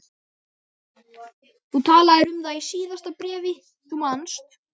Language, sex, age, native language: Icelandic, male, 12, Icelandic